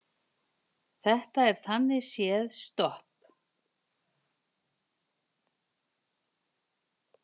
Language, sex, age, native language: Icelandic, female, 50-59, Icelandic